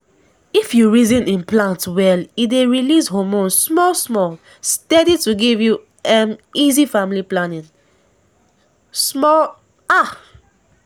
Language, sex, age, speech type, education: Nigerian Pidgin, female, 15-29, spontaneous, secondary